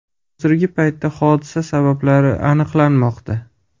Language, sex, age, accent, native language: Uzbek, male, 25-34, Farg'ona, Uzbek